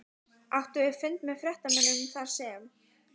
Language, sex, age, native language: Icelandic, male, 14, Icelandic